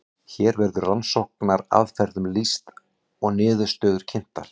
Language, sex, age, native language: Icelandic, male, 40-49, Icelandic